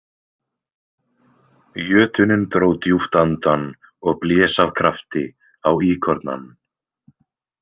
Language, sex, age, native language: Icelandic, male, 20-29, Icelandic